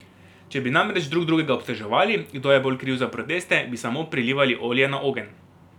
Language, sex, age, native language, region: Slovenian, male, 18-29, Slovenian, Drava region